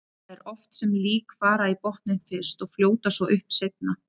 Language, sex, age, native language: Icelandic, female, 30-39, Icelandic